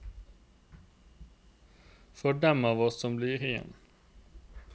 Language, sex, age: Norwegian, male, 29